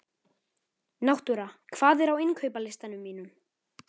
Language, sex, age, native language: Icelandic, male, 13, Icelandic